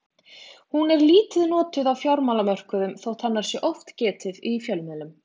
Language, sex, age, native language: Icelandic, female, 20-29, Icelandic